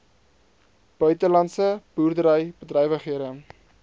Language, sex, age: Afrikaans, male, 22